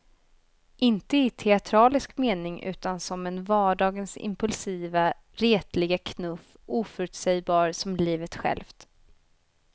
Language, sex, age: Swedish, female, 24